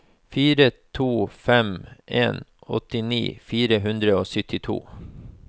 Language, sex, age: Norwegian, male, 36